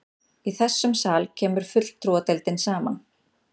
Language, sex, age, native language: Icelandic, female, 30-39, Icelandic